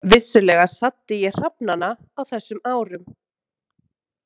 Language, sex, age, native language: Icelandic, female, 30-39, Icelandic